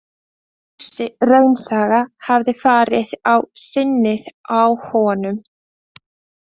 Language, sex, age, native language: Icelandic, female, 20-29, Latvian